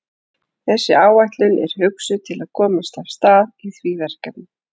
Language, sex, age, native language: Icelandic, female, 40-49, Icelandic